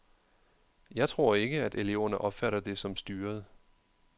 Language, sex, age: Danish, male, 31